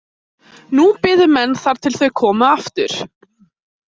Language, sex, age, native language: Icelandic, female, 18-19, Icelandic